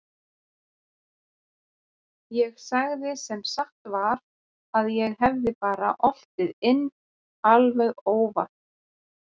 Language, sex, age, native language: Icelandic, female, 40-49, Icelandic